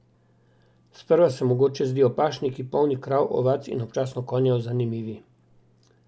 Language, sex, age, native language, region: Slovenian, male, 60+, Slovenian, Drava region